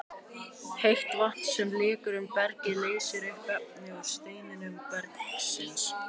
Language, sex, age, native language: Icelandic, male, 18-19, Icelandic